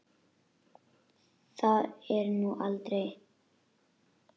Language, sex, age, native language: Icelandic, female, 10, Icelandic